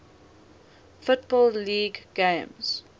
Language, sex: English, female